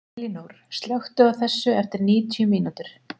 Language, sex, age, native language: Icelandic, female, 40-49, Icelandic